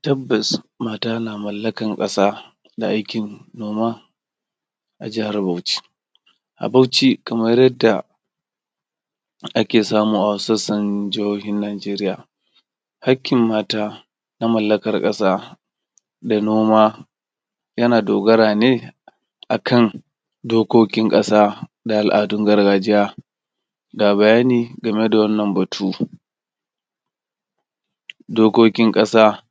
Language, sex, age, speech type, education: Hausa, male, 30-45, spontaneous, tertiary